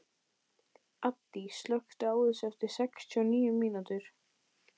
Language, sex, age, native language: Icelandic, female, 12, Icelandic